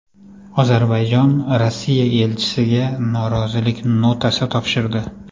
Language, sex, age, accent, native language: Uzbek, male, 25-34, Farg'ona, Uzbek